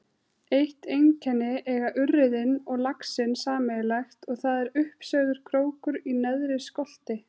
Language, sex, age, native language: Icelandic, female, 30-39, Icelandic